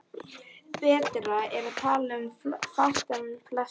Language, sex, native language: Icelandic, male, Icelandic